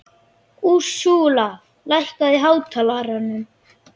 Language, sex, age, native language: Icelandic, male, 11, Icelandic